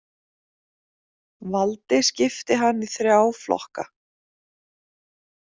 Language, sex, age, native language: Icelandic, female, 30-39, Icelandic